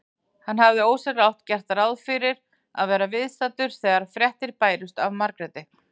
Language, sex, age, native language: Icelandic, female, 40-49, Icelandic